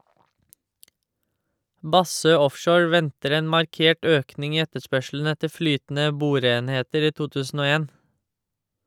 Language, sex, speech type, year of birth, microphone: Norwegian, male, read, 1986, Shure